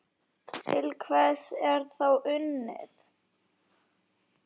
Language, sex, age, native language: Icelandic, male, 9, Icelandic